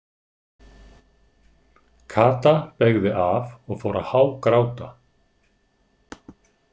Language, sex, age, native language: Icelandic, male, 50-59, Icelandic